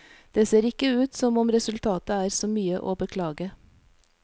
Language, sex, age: Norwegian, female, 46